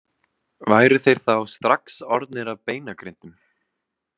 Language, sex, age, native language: Icelandic, male, 20-29, Icelandic